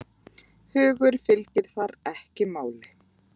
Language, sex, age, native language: Icelandic, female, 20-29, Icelandic